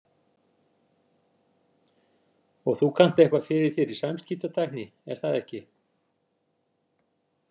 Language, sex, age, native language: Icelandic, male, 60-69, Icelandic